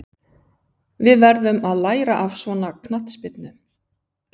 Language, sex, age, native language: Icelandic, female, 50-59, Icelandic